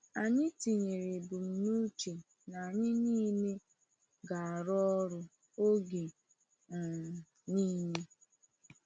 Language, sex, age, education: Igbo, female, 15-29, tertiary